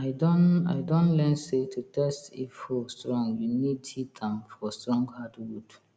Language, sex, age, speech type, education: Nigerian Pidgin, female, 30-45, spontaneous, tertiary